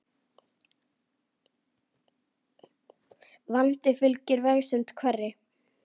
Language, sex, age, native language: Icelandic, female, 9, Icelandic